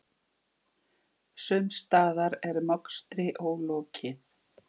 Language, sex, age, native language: Icelandic, female, 50-59, Icelandic